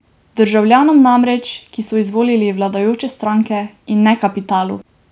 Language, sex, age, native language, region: Slovenian, female, 18-29, Slovenian, Drava region